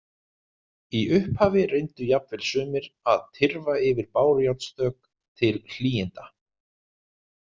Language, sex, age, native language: Icelandic, male, 30-39, Icelandic